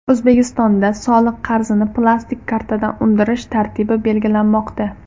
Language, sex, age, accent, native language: Uzbek, female, 19-29, Farg'ona, Uzbek